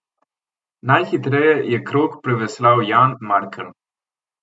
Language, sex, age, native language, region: Slovenian, male, 12-17, Slovenian, Gorenjska region